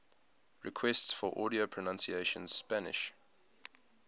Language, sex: English, male